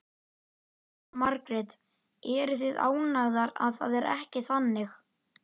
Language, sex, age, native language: Icelandic, male, 11, Icelandic